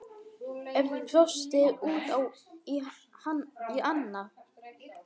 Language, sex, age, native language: Icelandic, male, 9, Icelandic